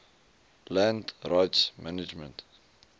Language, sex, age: Afrikaans, male, 20